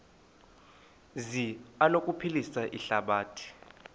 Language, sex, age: Xhosa, male, 20